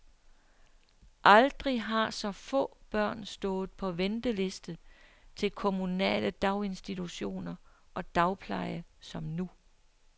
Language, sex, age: Danish, female, 60